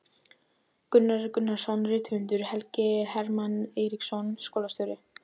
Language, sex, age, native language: Icelandic, female, 12, Icelandic